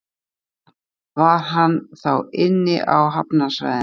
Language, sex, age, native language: Icelandic, female, 50-59, Icelandic